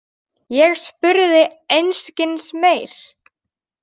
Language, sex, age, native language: Icelandic, female, 18-19, Icelandic